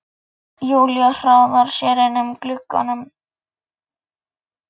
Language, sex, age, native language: Icelandic, male, 11, Icelandic